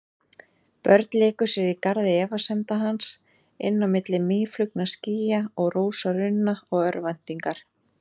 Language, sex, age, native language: Icelandic, female, 30-39, Icelandic